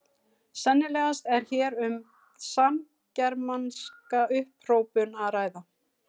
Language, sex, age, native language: Icelandic, female, 40-49, Icelandic